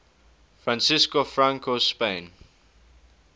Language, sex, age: English, male, 19